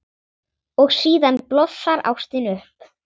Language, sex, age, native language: Icelandic, female, 10, Icelandic